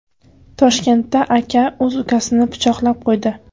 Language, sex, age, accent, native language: Uzbek, female, 25-34, Qashqadaryo, Uzbek